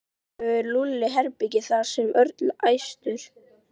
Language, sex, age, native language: Icelandic, female, 12, Icelandic